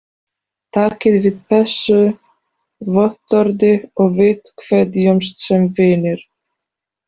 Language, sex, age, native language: Icelandic, female, 40-49, Polish